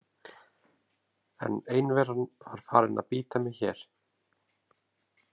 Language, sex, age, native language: Icelandic, male, 30-39, Icelandic